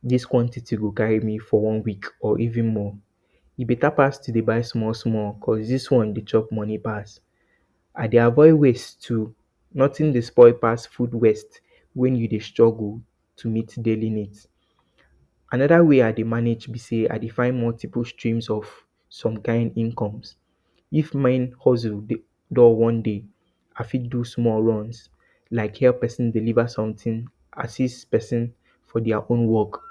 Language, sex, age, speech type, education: Nigerian Pidgin, male, 30-45, spontaneous, tertiary